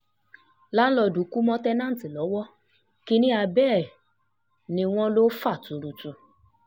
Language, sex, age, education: Yoruba, female, 15-29, tertiary